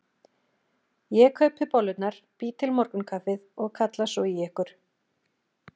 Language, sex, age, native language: Icelandic, female, 40-49, Icelandic